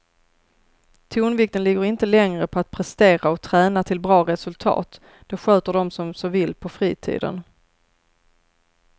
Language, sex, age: Swedish, female, 33